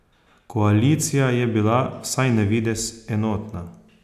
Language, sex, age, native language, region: Slovenian, male, 30-49, Slovenian, Posavska region